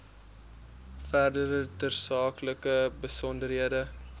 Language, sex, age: Afrikaans, male, 23